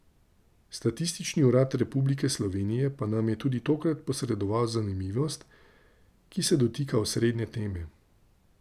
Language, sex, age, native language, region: Slovenian, male, 30-49, Slovenian, Drava region